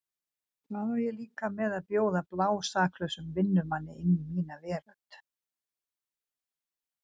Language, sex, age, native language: Icelandic, female, 60-69, Icelandic